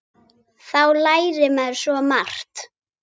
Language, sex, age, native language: Icelandic, female, 8, Icelandic